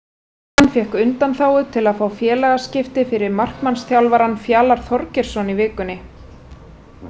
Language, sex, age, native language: Icelandic, female, 30-39, Icelandic